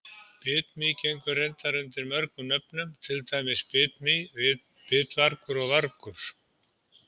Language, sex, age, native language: Icelandic, male, 70-79, Icelandic